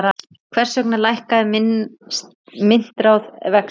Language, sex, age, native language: Icelandic, female, 9, Icelandic